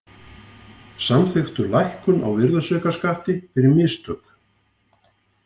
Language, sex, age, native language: Icelandic, male, 50-59, Icelandic